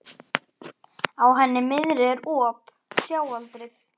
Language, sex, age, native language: Icelandic, female, 11, Icelandic